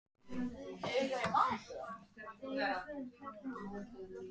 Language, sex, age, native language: Icelandic, male, 13, Icelandic